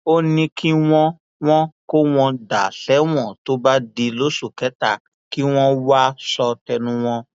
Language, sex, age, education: Yoruba, male, 15-29, tertiary